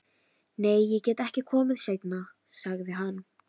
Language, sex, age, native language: Icelandic, female, 13, Icelandic